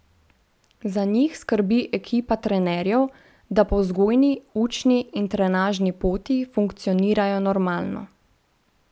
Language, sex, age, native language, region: Slovenian, female, 18-29, Slovenian, Central Slovenia